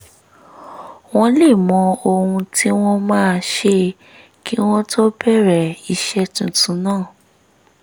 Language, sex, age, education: Yoruba, female, 15-29, tertiary